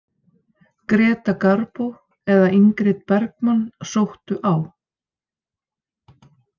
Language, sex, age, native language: Icelandic, female, 50-59, Icelandic